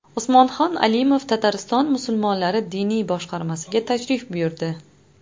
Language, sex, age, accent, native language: Uzbek, female, 25-34, Navoiy, Uzbek